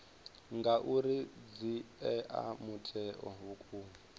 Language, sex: Venda, male